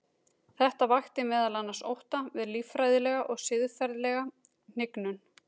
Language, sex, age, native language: Icelandic, female, 30-39, Icelandic